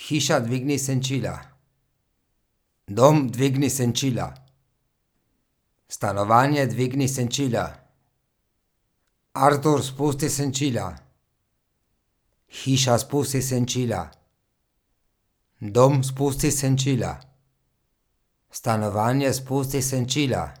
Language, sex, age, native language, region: Slovenian, male, 30-49, Slovenian, Gorica region